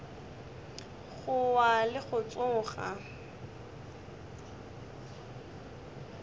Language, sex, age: Northern Sotho, male, 21